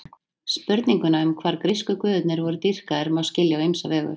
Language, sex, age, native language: Icelandic, female, 30-39, Icelandic